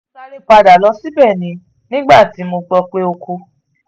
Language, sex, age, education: Yoruba, female, 15-29, tertiary